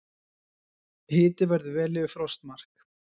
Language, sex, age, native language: Icelandic, male, 20-29, Icelandic